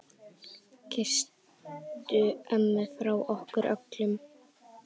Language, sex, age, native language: Icelandic, female, 10, Icelandic